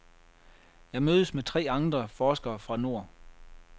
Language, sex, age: Danish, male, 33